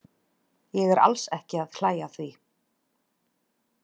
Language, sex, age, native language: Icelandic, female, 30-39, Icelandic